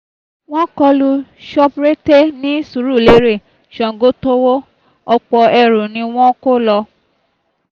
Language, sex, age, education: Yoruba, female, 15-29, tertiary